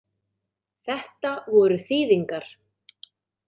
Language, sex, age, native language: Icelandic, female, 30-39, Icelandic